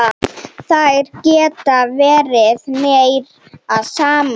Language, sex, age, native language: Icelandic, female, 7, Icelandic